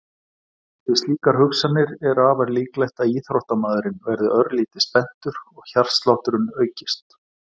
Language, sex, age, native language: Icelandic, male, 40-49, Icelandic